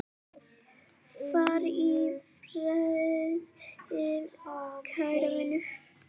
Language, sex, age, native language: Icelandic, female, 9, Icelandic